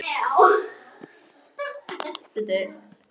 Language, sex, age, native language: Icelandic, female, 11, Icelandic